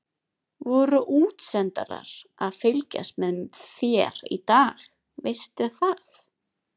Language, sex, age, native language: Icelandic, female, 30-39, Icelandic